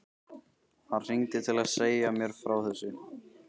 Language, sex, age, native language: Icelandic, male, 13, Icelandic